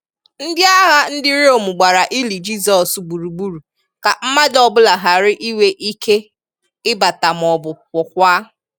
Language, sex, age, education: Igbo, female, 15-29, tertiary